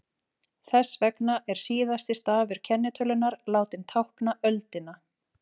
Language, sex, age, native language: Icelandic, female, 30-39, Icelandic